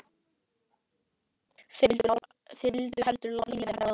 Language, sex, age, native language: Icelandic, male, 11, Icelandic